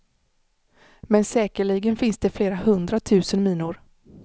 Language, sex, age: Swedish, female, 35